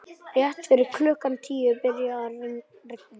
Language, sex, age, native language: Icelandic, male, 11, Icelandic